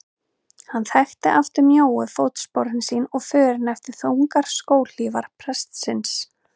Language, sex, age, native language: Icelandic, female, 30-39, Icelandic